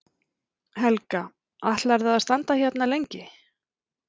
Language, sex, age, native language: Icelandic, female, 40-49, Icelandic